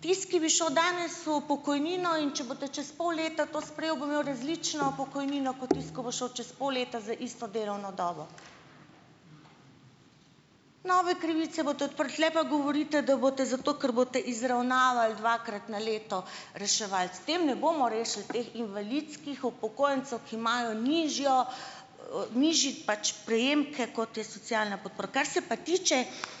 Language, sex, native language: Slovenian, female, Slovenian